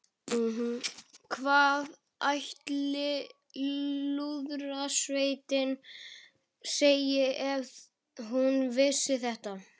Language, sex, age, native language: Icelandic, male, 11, Icelandic